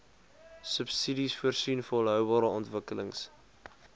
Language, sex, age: Afrikaans, male, 20